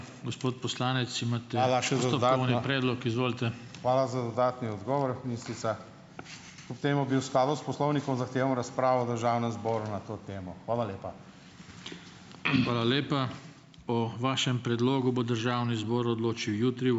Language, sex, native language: Slovenian, male, Slovenian